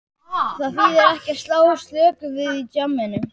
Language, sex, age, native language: Icelandic, male, 14, Icelandic